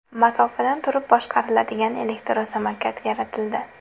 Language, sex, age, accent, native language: Uzbek, female, 18-24, Toshkent viloyati, Uzbek